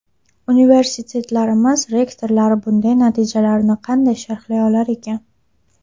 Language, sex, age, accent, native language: Uzbek, female, 19-29, Farg'ona, Uzbek